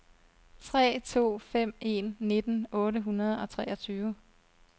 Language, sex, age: Danish, female, 32